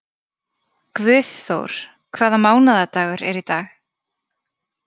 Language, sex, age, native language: Icelandic, female, 30-39, Icelandic